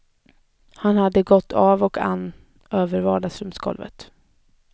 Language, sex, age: Swedish, female, 20